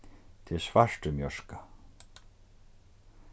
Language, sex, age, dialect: Faroese, male, 36-60, Norðurstreymoy/Eysturoy